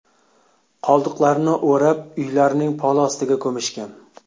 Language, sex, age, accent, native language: Uzbek, male, 25-34, Xorazm, Uzbek